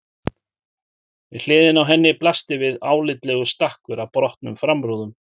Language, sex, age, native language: Icelandic, male, 40-49, Icelandic